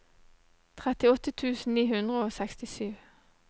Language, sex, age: Norwegian, female, 37